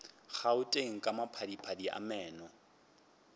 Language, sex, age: Northern Sotho, male, 21